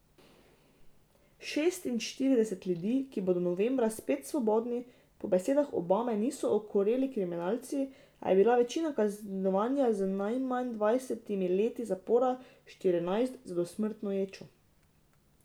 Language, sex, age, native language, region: Slovenian, female, 18-29, Slovenian, Drava region